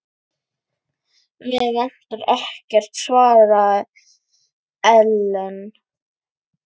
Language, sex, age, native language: Icelandic, female, 10, Icelandic